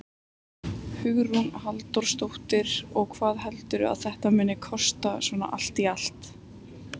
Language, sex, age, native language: Icelandic, female, 18-19, Icelandic